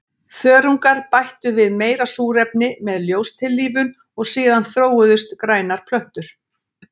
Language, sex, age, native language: Icelandic, female, 60-69, Icelandic